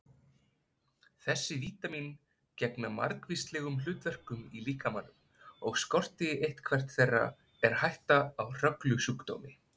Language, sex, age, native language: Icelandic, male, 20-29, Icelandic